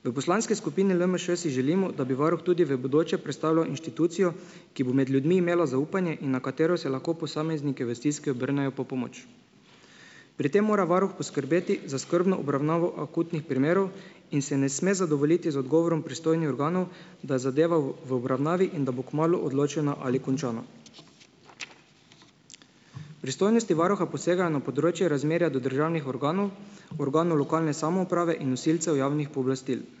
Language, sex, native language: Slovenian, male, Slovenian